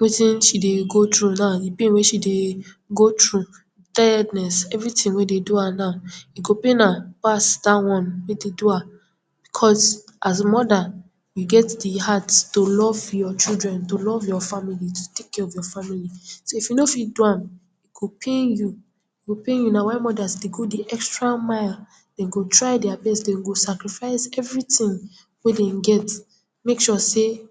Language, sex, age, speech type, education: Nigerian Pidgin, female, 15-29, spontaneous, tertiary